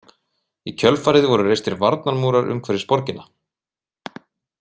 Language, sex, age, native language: Icelandic, male, 30-39, Icelandic